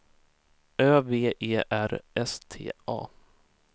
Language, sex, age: Swedish, male, 23